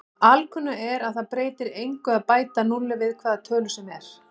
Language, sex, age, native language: Icelandic, female, 40-49, Icelandic